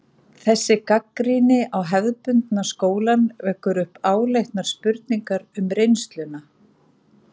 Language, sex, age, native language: Icelandic, female, 40-49, Icelandic